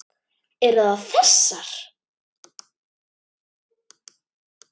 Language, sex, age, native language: Icelandic, male, 10, Icelandic